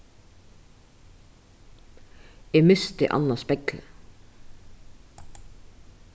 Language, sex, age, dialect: Faroese, female, 36-60, Suðurstreymoy